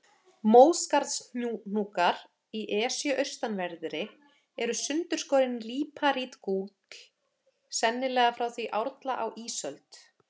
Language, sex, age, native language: Icelandic, female, 30-39, Icelandic